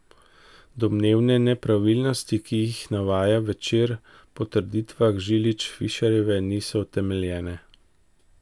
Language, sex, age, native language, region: Slovenian, male, 50-59, Slovenian, Central Slovenia